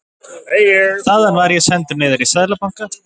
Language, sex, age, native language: Icelandic, male, 20-29, Icelandic